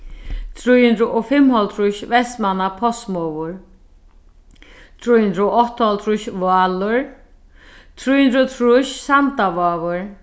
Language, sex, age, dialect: Faroese, female, 36-60, Sandoy